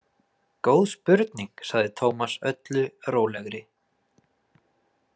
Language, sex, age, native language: Icelandic, male, 20-29, Icelandic